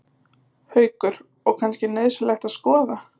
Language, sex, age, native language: Icelandic, female, 20-29, Icelandic